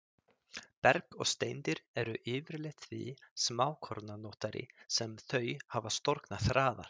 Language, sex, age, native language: Icelandic, male, 30-39, Icelandic